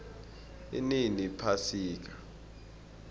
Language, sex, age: South Ndebele, male, 20